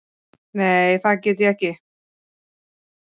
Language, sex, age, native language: Icelandic, female, 30-39, Icelandic